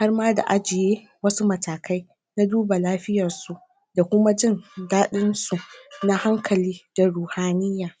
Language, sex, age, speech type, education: Hausa, female, 30-45, spontaneous, tertiary